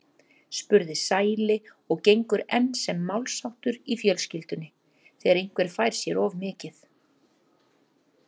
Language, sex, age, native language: Icelandic, female, 30-39, Icelandic